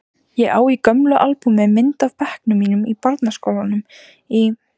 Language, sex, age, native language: Icelandic, female, 18-19, Icelandic